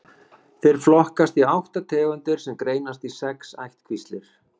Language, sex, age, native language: Icelandic, male, 30-39, Icelandic